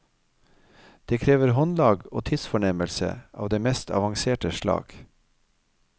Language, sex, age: Norwegian, male, 55